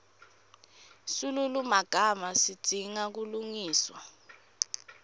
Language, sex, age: Swati, female, 23